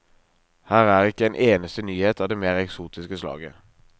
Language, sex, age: Norwegian, male, 23